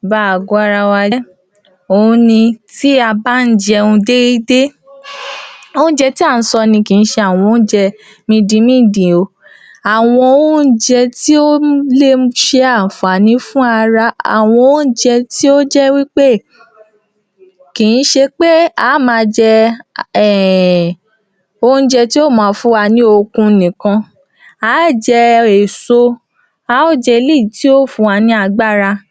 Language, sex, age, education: Yoruba, female, 46-60, tertiary